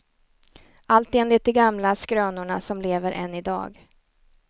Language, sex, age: Swedish, female, 29